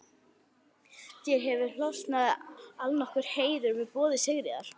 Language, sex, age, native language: Icelandic, female, 60-69, Icelandic